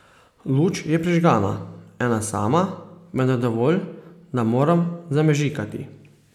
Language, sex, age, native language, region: Slovenian, male, 30-49, Slovenian, Posavska region